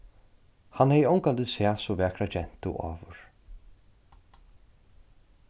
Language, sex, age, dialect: Faroese, male, 36-60, Norðurstreymoy/Eysturoy